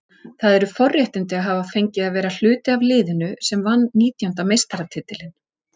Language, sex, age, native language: Icelandic, female, 40-49, Icelandic